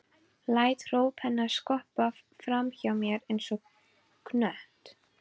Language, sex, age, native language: Icelandic, female, 12, Icelandic